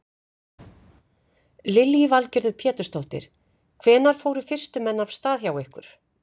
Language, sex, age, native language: Icelandic, female, 50-59, Icelandic